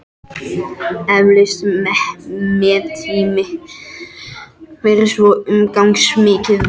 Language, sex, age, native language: Icelandic, other, 13, French